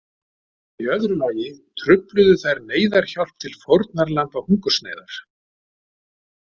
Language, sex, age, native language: Icelandic, male, 60-69, Icelandic